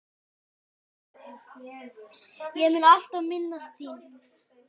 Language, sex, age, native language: Icelandic, male, 10, Icelandic